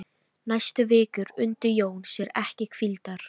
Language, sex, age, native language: Icelandic, female, 13, Icelandic